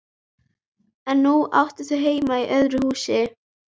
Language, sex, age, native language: Icelandic, female, 11, Icelandic